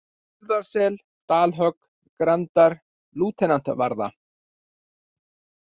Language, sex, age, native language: Icelandic, male, 40-49, Icelandic